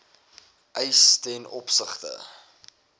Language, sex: Afrikaans, male